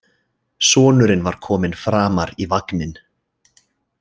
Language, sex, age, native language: Icelandic, male, 20-29, Icelandic